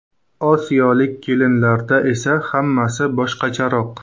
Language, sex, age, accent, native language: Uzbek, male, 19-29, Qashqadaryo, Uzbek